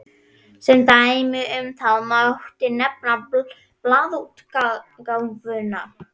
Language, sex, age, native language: Icelandic, female, 11, Icelandic